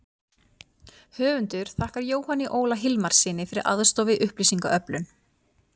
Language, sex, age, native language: Icelandic, female, 40-49, Icelandic